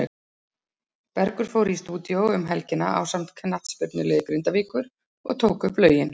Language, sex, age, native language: Icelandic, female, 40-49, Icelandic